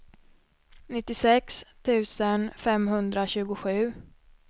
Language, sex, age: Swedish, female, 26